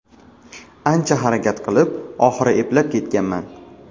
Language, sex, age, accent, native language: Uzbek, male, 18-24, Farg'ona, Uzbek